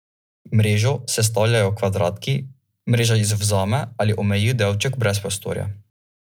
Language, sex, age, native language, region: Slovenian, male, 18-29, Slovenian, Drava region